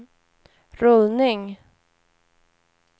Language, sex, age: Swedish, female, 41